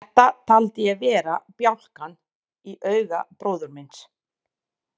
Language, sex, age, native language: Icelandic, female, 30-39, Serbo-Croatian